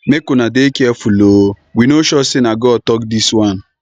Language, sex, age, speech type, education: Nigerian Pidgin, male, 15-29, spontaneous, tertiary